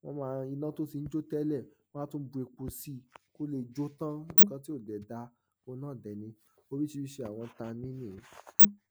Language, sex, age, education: Yoruba, male, 15-29, tertiary